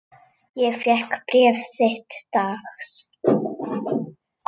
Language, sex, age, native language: Icelandic, female, 8, Icelandic